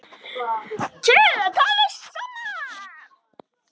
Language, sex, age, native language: Icelandic, male, 9, Icelandic